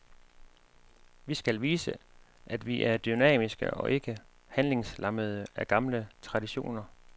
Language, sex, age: Danish, male, 35